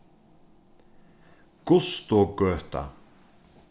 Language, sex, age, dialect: Faroese, male, 36-60, Norðurstreymoy/Eysturoy